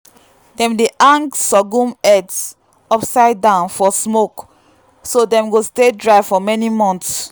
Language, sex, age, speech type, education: Nigerian Pidgin, female, 15-29, spontaneous, tertiary